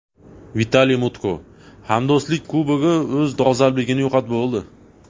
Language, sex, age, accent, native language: Uzbek, male, 19-29, Andijon, Uzbek